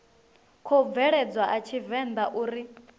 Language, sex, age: Venda, female, 19